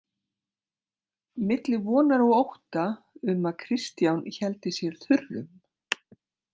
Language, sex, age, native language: Icelandic, female, 60-69, Icelandic